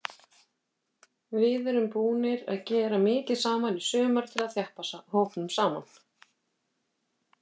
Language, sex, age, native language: Icelandic, female, 50-59, Icelandic